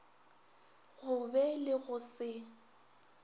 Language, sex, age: Northern Sotho, female, 21